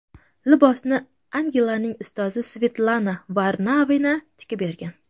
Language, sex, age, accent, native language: Uzbek, female, 25-34, Toshkent viloyati, Uzbek